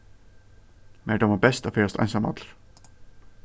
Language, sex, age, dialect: Faroese, male, 15-35, Suðurstreymoy